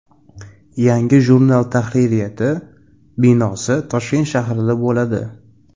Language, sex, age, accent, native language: Uzbek, male, 18-24, Toshkent shahri, Uzbek